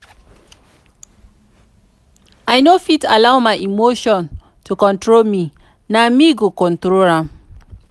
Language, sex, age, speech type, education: Nigerian Pidgin, female, 30-45, spontaneous, tertiary